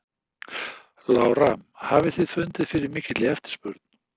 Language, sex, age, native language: Icelandic, male, 60-69, Icelandic